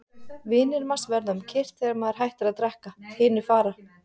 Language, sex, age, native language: Icelandic, female, 40-49, Icelandic